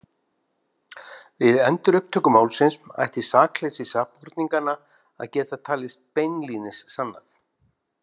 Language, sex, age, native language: Icelandic, male, 50-59, Icelandic